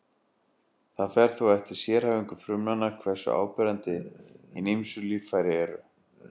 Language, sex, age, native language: Icelandic, male, 40-49, Icelandic